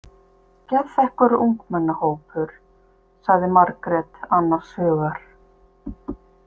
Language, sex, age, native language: Icelandic, female, 50-59, Icelandic